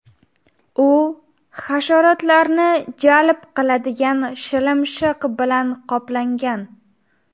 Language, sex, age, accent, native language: Uzbek, female, 18-24, Farg'ona, Uzbek